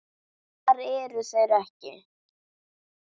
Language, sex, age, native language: Icelandic, female, 10, Icelandic